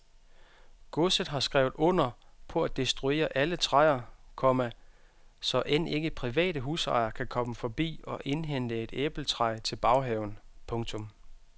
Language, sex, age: Danish, male, 32